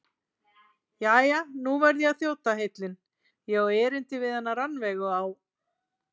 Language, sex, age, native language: Icelandic, female, 40-49, Icelandic